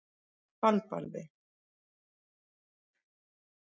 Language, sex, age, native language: Icelandic, female, 40-49, Icelandic